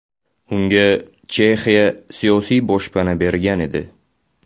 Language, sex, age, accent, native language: Uzbek, male, 18-24, Samarqand, Uzbek